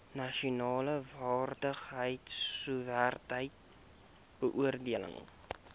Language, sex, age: Afrikaans, male, 18